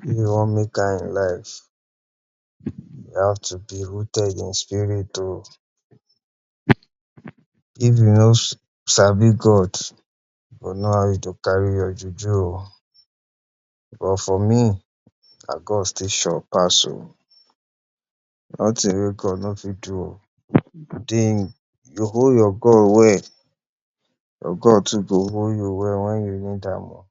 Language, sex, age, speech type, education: Nigerian Pidgin, male, 60+, spontaneous, tertiary